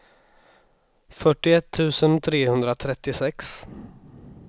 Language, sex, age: Swedish, male, 26